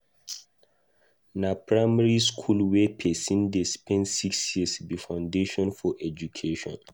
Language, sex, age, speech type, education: Nigerian Pidgin, male, 15-29, read, tertiary